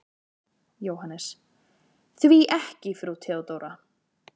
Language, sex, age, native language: Icelandic, female, 30-39, Icelandic